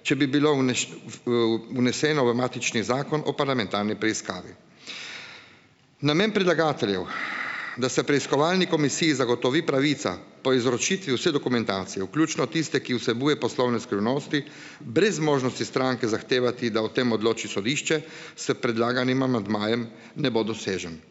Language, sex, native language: Slovenian, male, Slovenian